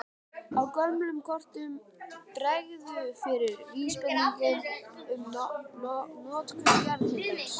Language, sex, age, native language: Icelandic, male, 12, Icelandic